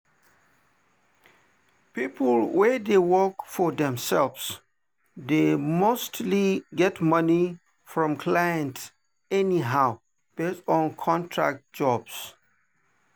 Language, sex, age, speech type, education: Nigerian Pidgin, male, 30-45, spontaneous, tertiary